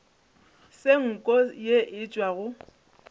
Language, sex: Northern Sotho, female